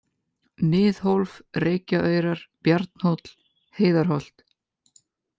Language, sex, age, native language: Icelandic, male, 18-19, Icelandic